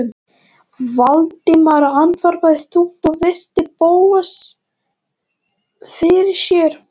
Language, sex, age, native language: Icelandic, male, 12, Latvian